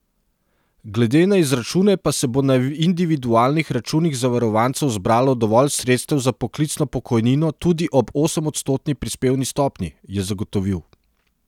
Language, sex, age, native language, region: Slovenian, male, 30-49, Serbian, Central Slovenia